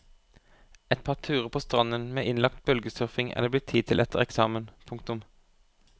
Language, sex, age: Norwegian, male, 25